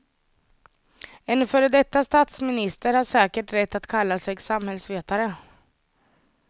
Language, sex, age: Swedish, female, 30